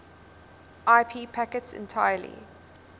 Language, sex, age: English, female, 20